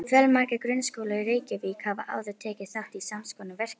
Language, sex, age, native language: Icelandic, female, 50-59, Icelandic